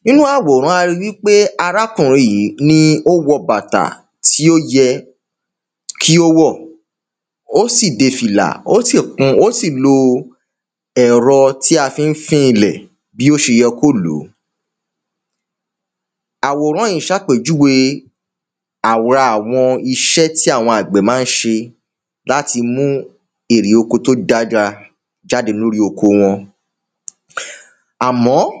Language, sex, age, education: Yoruba, male, 15-29, tertiary